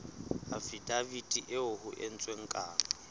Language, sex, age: Southern Sotho, male, 23